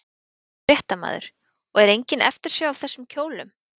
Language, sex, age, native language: Icelandic, female, 20-29, Icelandic